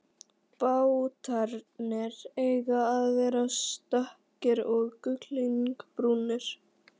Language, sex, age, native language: Icelandic, female, 11, Icelandic